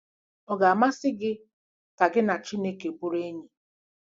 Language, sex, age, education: Igbo, female, 46-60, tertiary